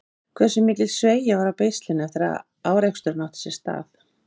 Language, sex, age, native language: Icelandic, female, 50-59, Icelandic